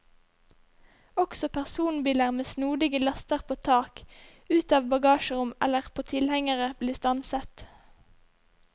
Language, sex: Norwegian, female